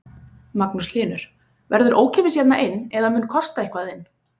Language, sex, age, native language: Icelandic, female, 20-29, Icelandic